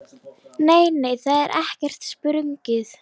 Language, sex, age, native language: Icelandic, female, 11, Icelandic